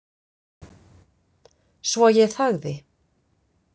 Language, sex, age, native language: Icelandic, female, 50-59, Icelandic